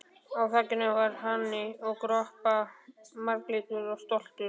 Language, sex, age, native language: Icelandic, male, 12, Icelandic